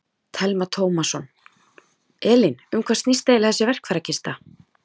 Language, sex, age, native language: Icelandic, female, 30-39, Icelandic